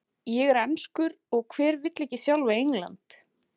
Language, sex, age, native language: Icelandic, female, 40-49, Icelandic